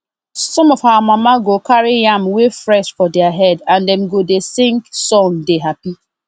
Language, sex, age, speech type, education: Nigerian Pidgin, female, 30-45, spontaneous, tertiary